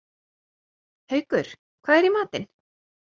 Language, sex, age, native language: Icelandic, female, 30-39, Icelandic